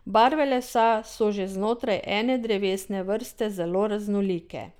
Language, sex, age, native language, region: Slovenian, female, 50-59, Slovenian, Drava region